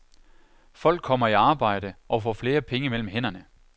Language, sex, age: Danish, male, 41